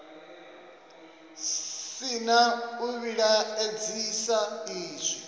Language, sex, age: Venda, male, 27